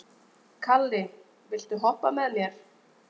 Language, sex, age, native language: Icelandic, female, 20-29, Icelandic